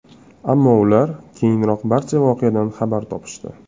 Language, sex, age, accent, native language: Uzbek, male, 25-34, Toshkent shahri, Uzbek